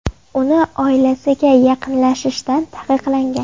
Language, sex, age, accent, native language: Uzbek, female, 18-24, Farg'ona, Uzbek